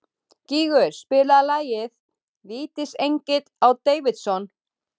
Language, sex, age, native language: Icelandic, female, 30-39, Icelandic